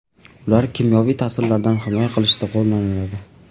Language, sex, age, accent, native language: Uzbek, male, 12-17, Farg'ona, Uzbek